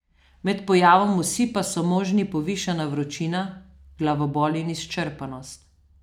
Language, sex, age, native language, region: Slovenian, female, 50-59, Slovenian, Southeast Slovenia